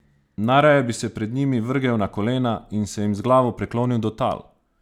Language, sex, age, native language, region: Slovenian, male, 30-49, Slovenian, Savinja region